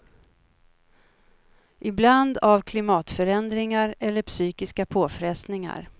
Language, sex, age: Swedish, female, 56